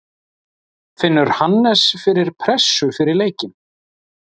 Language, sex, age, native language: Icelandic, male, 40-49, Icelandic